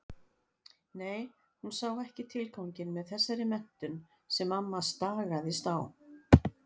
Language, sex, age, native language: Icelandic, female, 60-69, Icelandic